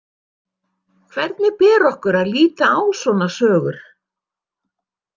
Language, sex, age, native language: Icelandic, female, 60-69, Icelandic